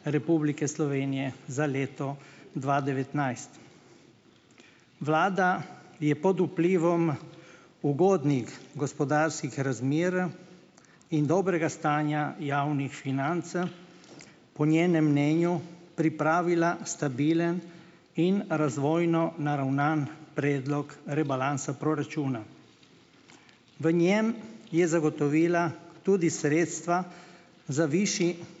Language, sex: Slovenian, male